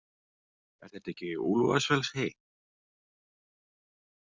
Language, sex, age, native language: Icelandic, male, 40-49, Icelandic